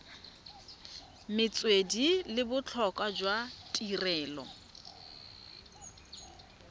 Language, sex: Tswana, female